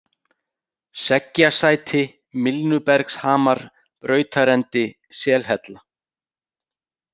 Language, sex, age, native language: Icelandic, male, 40-49, Icelandic